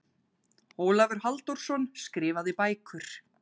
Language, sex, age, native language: Icelandic, female, 20-29, Icelandic